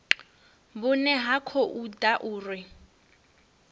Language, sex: Venda, female